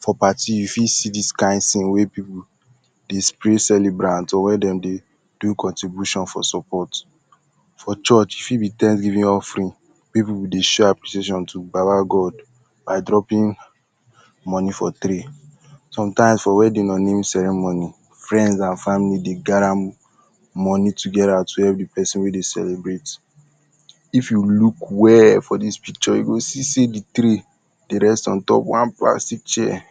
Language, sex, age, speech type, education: Nigerian Pidgin, male, 15-29, spontaneous, tertiary